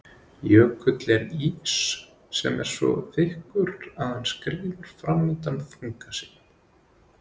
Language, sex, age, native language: Icelandic, male, 20-29, Icelandic